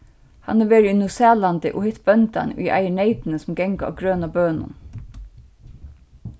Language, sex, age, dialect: Faroese, female, 36-60, Suðurstreymoy